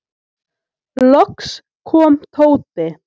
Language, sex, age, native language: Icelandic, female, 18-19, Icelandic